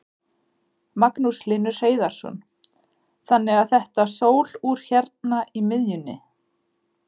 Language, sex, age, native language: Icelandic, female, 20-29, Icelandic